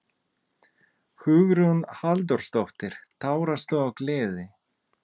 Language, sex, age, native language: Icelandic, male, 30-39, Russian